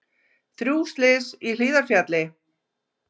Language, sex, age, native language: Icelandic, female, 50-59, Icelandic